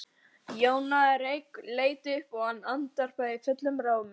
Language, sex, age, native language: Icelandic, female, 12, Icelandic